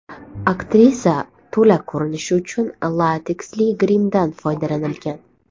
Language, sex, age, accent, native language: Uzbek, female, 18-24, Toshkent shahri, Uzbek